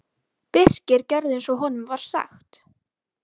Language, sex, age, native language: Icelandic, female, 12, Icelandic